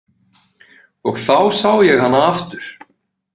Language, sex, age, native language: Icelandic, male, 20-29, Icelandic